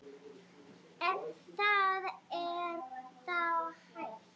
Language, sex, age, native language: Icelandic, female, 9, Icelandic